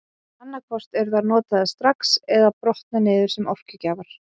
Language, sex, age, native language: Icelandic, female, 20-29, Icelandic